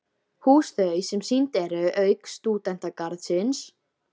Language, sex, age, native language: Icelandic, female, 13, Icelandic